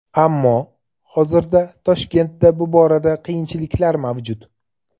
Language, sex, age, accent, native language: Uzbek, male, 35+, Toshkent viloyati, Uzbek